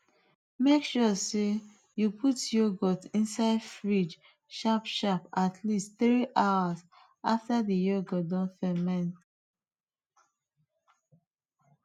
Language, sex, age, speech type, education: Nigerian Pidgin, female, 30-45, spontaneous, tertiary